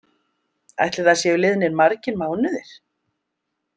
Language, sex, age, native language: Icelandic, female, 50-59, Icelandic